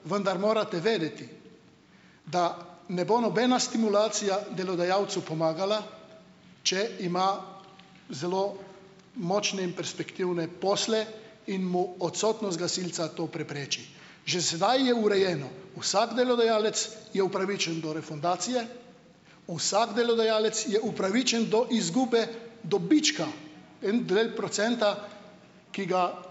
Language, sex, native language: Slovenian, male, Slovenian